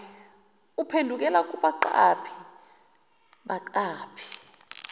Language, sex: Zulu, female